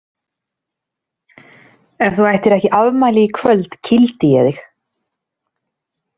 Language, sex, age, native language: Icelandic, female, 30-39, Icelandic